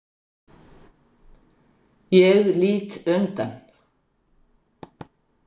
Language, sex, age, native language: Icelandic, female, 60-69, Icelandic